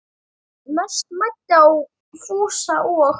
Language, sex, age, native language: Icelandic, male, 10, Icelandic